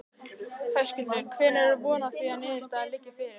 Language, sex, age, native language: Icelandic, female, 15, Icelandic